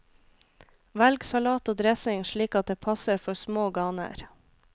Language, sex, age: Norwegian, female, 26